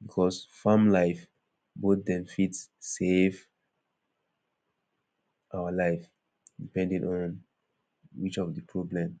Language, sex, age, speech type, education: Nigerian Pidgin, male, 30-45, spontaneous, tertiary